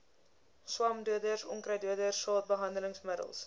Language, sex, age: Afrikaans, female, 19